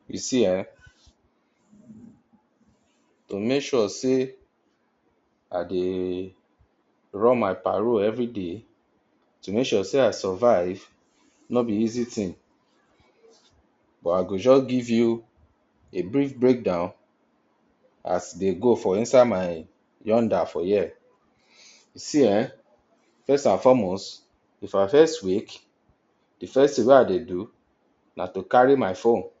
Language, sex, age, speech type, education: Nigerian Pidgin, male, 46-60, spontaneous, tertiary